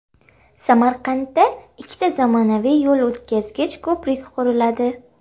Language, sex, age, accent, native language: Uzbek, female, 12-17, Farg'ona, Uzbek